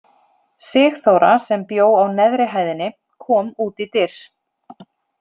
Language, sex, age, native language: Icelandic, female, 30-39, Icelandic